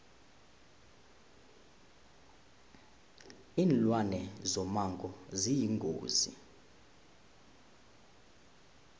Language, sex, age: South Ndebele, male, 20